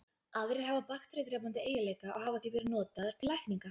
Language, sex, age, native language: Icelandic, female, 20-29, Icelandic